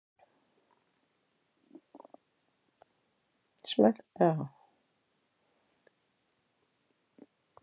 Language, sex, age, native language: Icelandic, female, 40-49, Icelandic